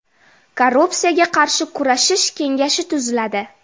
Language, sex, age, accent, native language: Uzbek, female, 12-17, Jizzax, Uzbek